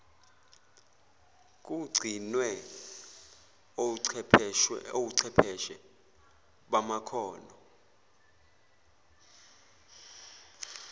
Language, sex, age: Zulu, male, 24